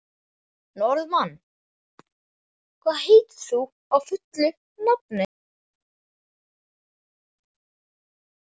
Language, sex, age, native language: Icelandic, male, 11, Icelandic